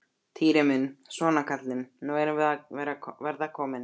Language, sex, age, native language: Icelandic, male, 12, Icelandic